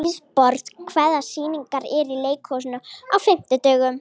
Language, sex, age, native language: Icelandic, female, 40-49, Icelandic